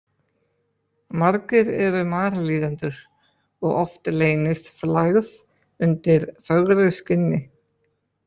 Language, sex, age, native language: Icelandic, male, 20-29, Icelandic